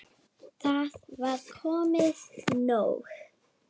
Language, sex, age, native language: Icelandic, female, 8, Icelandic